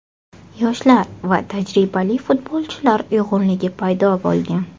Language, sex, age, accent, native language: Uzbek, female, 18-24, Toshkent shahri, Uzbek